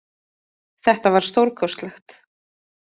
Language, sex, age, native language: Icelandic, female, 20-29, Icelandic